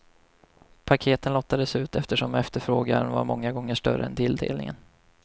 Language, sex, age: Swedish, male, 25